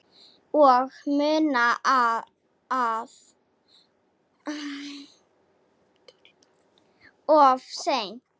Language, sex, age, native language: Icelandic, female, 7, Slovak